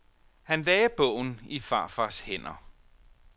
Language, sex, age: Danish, male, 45